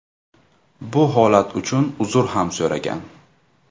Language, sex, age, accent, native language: Uzbek, male, 18-24, Navoiy, Uzbek